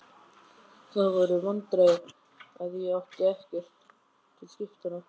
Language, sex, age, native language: Icelandic, male, 12, Icelandic